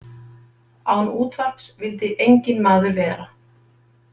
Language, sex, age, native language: Icelandic, female, 50-59, Icelandic